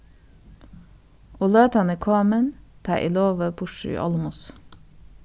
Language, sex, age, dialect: Faroese, female, 36-60, Norðuroyggjar